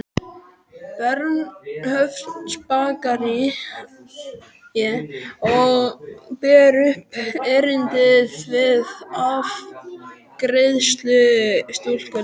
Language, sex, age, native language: Icelandic, male, 12, Icelandic